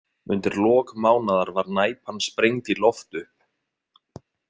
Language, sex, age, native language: Icelandic, male, 20-29, Icelandic